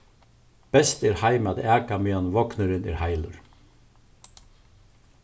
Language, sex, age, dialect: Faroese, male, 36-60, Suðurstreymoy